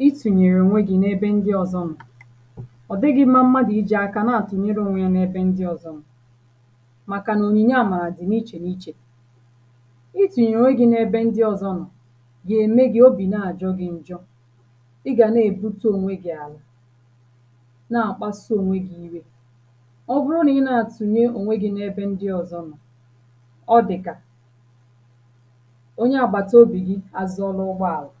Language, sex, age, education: Igbo, female, 30-45, tertiary